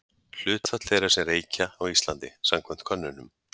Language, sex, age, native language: Icelandic, male, 40-49, Icelandic